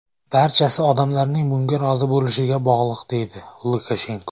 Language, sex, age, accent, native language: Uzbek, male, 19-29, Samarqand, Uzbek